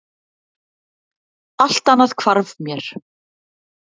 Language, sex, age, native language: Icelandic, female, 50-59, Icelandic